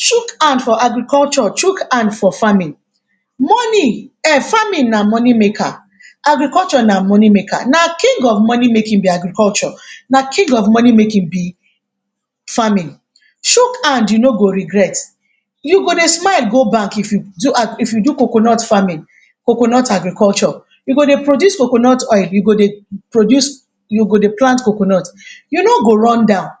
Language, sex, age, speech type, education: Nigerian Pidgin, female, 46-60, spontaneous, tertiary